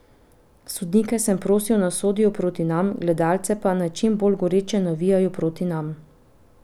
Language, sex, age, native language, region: Slovenian, female, 30-49, Slovenian, Pomurje region